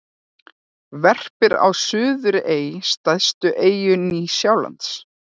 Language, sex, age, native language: Icelandic, female, 40-49, Icelandic